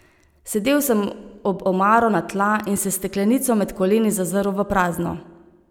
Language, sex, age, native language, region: Slovenian, female, 30-49, Slovenian, Savinja region